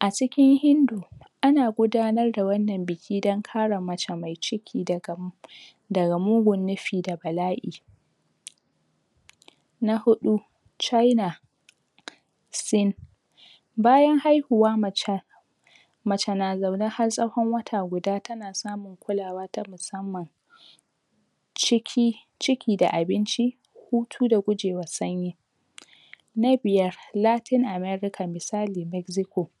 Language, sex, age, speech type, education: Hausa, female, 46-60, spontaneous, secondary